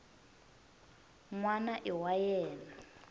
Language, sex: Tsonga, female